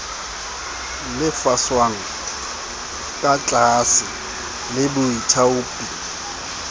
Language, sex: Southern Sotho, male